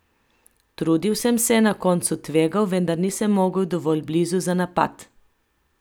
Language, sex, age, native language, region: Slovenian, female, 30-49, Slovenian, Coastal Karst region